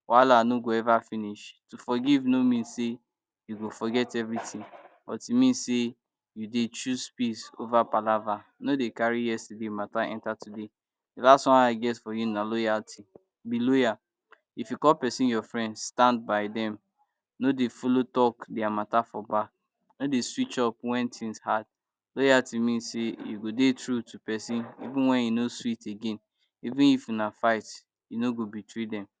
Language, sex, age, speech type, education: Nigerian Pidgin, male, 46-60, spontaneous, tertiary